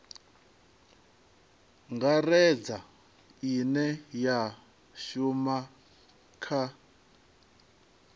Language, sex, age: Venda, male, 23